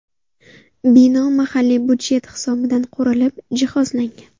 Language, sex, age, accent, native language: Uzbek, female, 18-24, Andijon, Uzbek